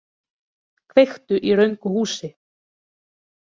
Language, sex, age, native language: Icelandic, female, 30-39, Icelandic